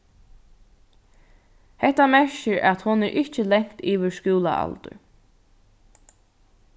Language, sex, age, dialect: Faroese, female, 15-35, Norðurstreymoy/Eysturoy